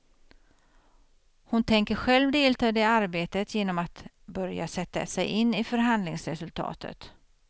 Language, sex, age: Swedish, female, 50